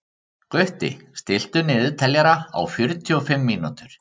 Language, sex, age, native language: Icelandic, male, 30-39, Icelandic